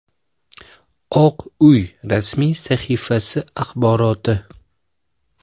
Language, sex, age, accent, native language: Uzbek, male, 25-34, Namangan, Uzbek